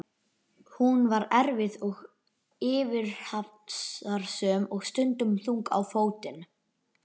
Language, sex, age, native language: Icelandic, male, 11, Icelandic